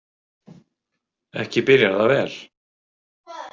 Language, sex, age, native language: Icelandic, male, 40-49, Icelandic